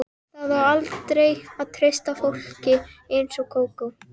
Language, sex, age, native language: Icelandic, female, 12, Icelandic